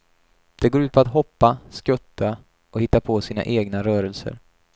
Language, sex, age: Swedish, male, 28